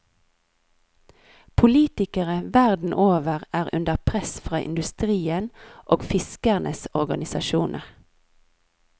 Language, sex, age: Norwegian, female, 39